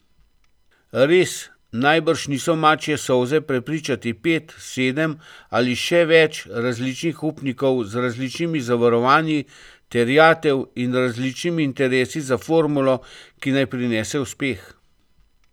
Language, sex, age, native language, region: Slovenian, male, 50-59, Slovenian, Central Slovenia